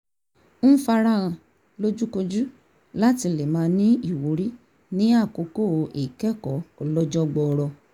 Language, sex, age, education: Yoruba, female, 30-45, tertiary